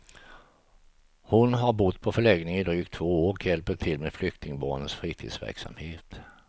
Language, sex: Swedish, male